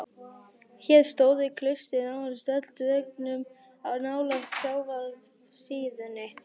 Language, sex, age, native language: Icelandic, female, 11, Icelandic